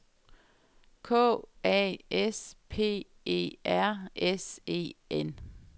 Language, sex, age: Danish, female, 35